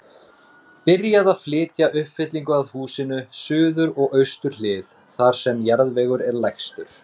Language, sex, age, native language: Icelandic, male, 30-39, Icelandic